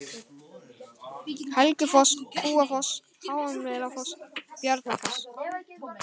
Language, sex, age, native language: Icelandic, male, 18-19, Icelandic